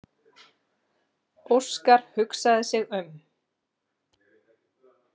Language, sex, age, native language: Icelandic, female, 30-39, Icelandic